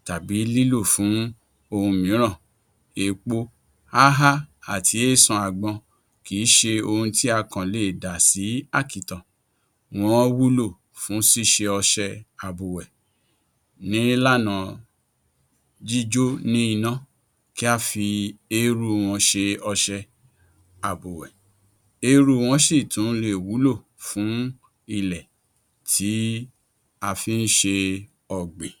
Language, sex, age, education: Yoruba, male, 46-60, tertiary